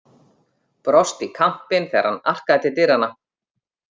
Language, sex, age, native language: Icelandic, female, 50-59, Icelandic